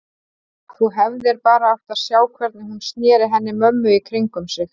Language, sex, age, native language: Icelandic, female, 30-39, Icelandic